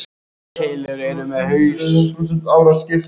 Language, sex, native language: Icelandic, other, Icelandic